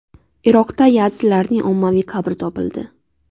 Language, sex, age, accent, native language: Uzbek, female, 18-24, Navoiy, Uzbek